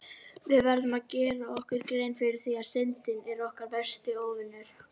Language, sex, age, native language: Icelandic, female, 18-19, Icelandic